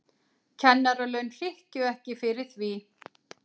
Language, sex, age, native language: Icelandic, female, 40-49, Icelandic